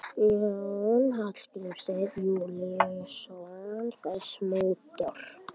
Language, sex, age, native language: Icelandic, male, 12, Icelandic